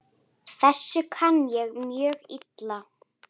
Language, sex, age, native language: Icelandic, female, 10, Icelandic